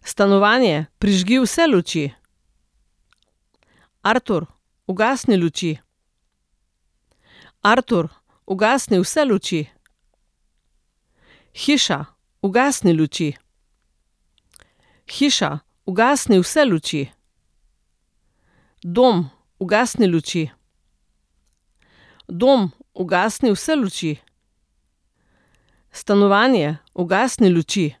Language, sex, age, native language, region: Slovenian, female, 60+, Slovenian, Central Slovenia